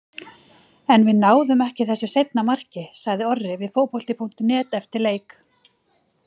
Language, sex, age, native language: Icelandic, female, 40-49, Icelandic